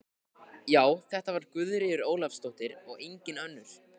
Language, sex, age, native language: Icelandic, male, 15, Icelandic